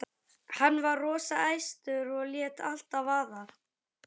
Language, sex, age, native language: Icelandic, male, 11, Icelandic